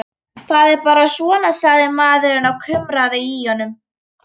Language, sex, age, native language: Icelandic, female, 13, Icelandic